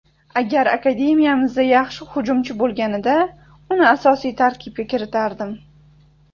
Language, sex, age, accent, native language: Uzbek, female, 18-24, Andijon, Uzbek